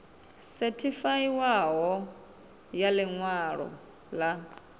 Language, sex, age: Venda, female, 26